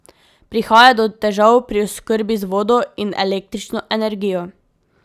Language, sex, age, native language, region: Slovenian, female, 18-29, Slovenian, Drava region